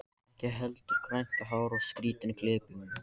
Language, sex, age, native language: Icelandic, male, 14, Icelandic